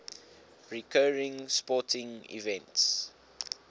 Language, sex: English, male